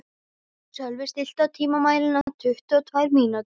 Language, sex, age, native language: Icelandic, female, 12, Icelandic